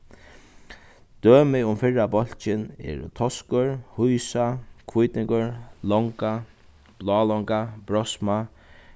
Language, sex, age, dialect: Faroese, male, 36-60, Suðuroy